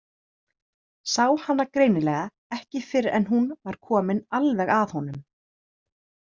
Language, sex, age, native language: Icelandic, female, 30-39, Icelandic